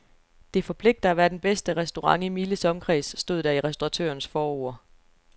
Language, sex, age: Danish, female, 29